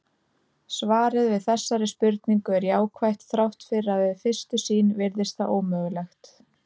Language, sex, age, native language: Icelandic, female, 30-39, Icelandic